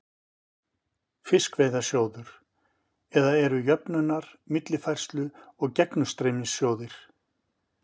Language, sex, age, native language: Icelandic, male, 50-59, Icelandic